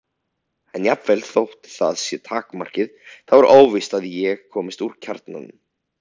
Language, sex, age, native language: Icelandic, male, 30-39, Icelandic